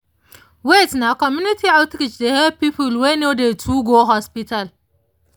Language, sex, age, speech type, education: Nigerian Pidgin, female, 30-45, spontaneous, tertiary